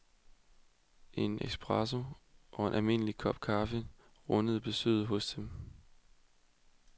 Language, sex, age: Danish, male, 20